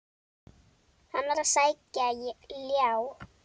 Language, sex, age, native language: Icelandic, female, 8, Icelandic